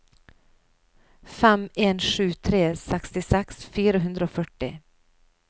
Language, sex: Norwegian, female